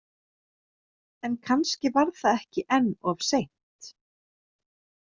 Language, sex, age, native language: Icelandic, female, 30-39, Icelandic